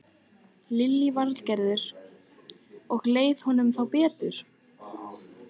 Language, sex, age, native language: Icelandic, female, 14, Icelandic